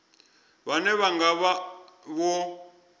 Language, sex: Venda, male